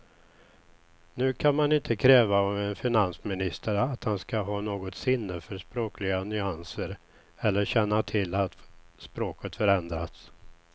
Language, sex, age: Swedish, male, 61